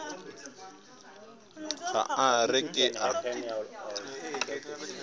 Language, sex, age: Northern Sotho, female, 22